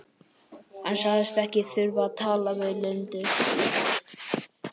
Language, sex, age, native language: Icelandic, male, 12, Icelandic